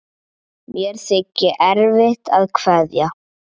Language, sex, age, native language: Icelandic, male, 7, Icelandic